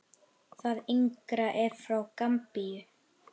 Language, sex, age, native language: Icelandic, male, 9, Icelandic